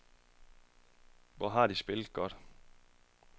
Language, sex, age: Danish, male, 31